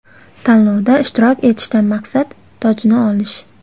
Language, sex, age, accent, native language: Uzbek, female, 18-24, Toshkent shahri, Uzbek